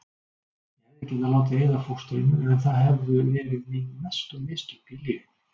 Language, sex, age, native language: Icelandic, male, 60-69, Icelandic